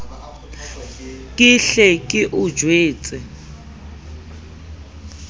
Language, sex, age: Southern Sotho, female, 30